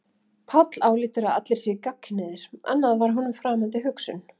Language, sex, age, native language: Icelandic, female, 30-39, Icelandic